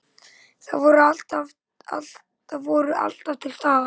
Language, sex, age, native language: Icelandic, male, 10, Icelandic